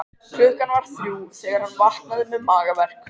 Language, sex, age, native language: Icelandic, male, 13, Icelandic